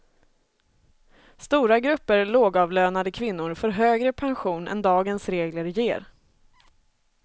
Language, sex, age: Swedish, female, 24